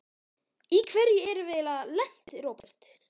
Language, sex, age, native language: Icelandic, male, 13, Icelandic